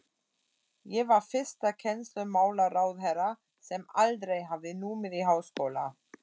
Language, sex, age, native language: Icelandic, female, 40-49, German